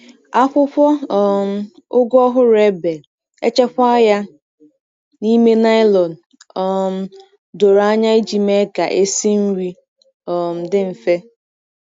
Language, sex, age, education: Igbo, female, 15-29, tertiary